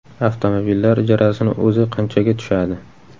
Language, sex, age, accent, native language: Uzbek, male, 18-24, Samarqand, Uzbek